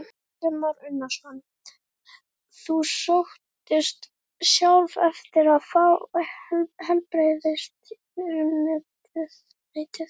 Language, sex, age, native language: Icelandic, female, 11, Icelandic